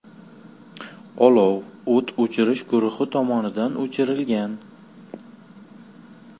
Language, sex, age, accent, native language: Uzbek, male, 25-34, Samarqand, Uzbek